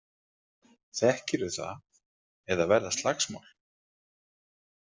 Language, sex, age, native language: Icelandic, male, 40-49, Icelandic